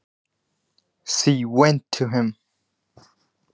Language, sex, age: Icelandic, male, 20-29